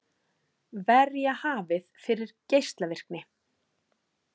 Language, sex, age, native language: Icelandic, female, 40-49, Icelandic